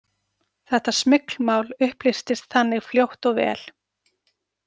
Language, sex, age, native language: Icelandic, female, 40-49, Icelandic